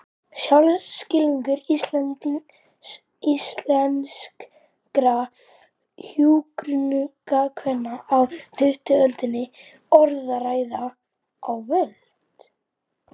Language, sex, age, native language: Icelandic, male, 12, Icelandic